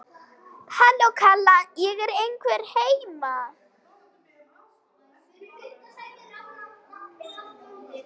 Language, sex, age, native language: Icelandic, female, 11, Icelandic